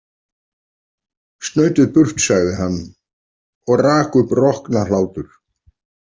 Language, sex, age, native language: Icelandic, male, 40-49, Icelandic